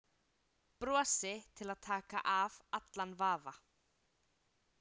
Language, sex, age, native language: Icelandic, female, 18-19, Icelandic